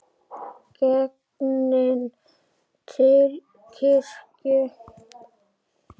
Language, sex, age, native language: Icelandic, male, 8, Icelandic